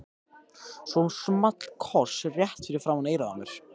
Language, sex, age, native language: Icelandic, male, 13, Icelandic